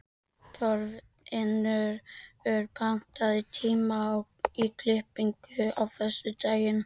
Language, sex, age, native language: Icelandic, male, 13, Icelandic